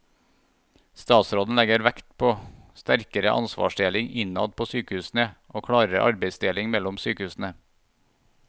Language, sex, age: Norwegian, male, 41